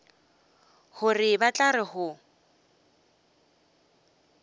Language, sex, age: Northern Sotho, female, 23